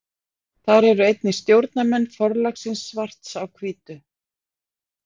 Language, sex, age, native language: Icelandic, female, 40-49, Icelandic